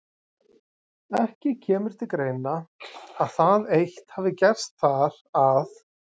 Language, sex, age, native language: Icelandic, male, 30-39, Icelandic